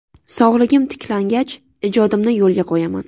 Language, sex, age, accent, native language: Uzbek, female, 18-24, Navoiy, Uzbek